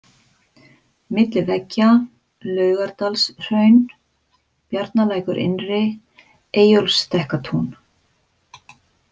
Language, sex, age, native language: Icelandic, female, 50-59, Icelandic